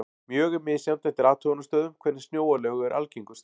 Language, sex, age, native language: Icelandic, male, 40-49, Icelandic